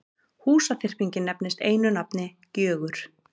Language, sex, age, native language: Icelandic, female, 30-39, Icelandic